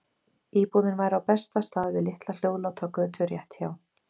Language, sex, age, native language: Icelandic, female, 20-29, Icelandic